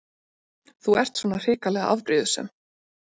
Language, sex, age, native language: Icelandic, female, 30-39, Icelandic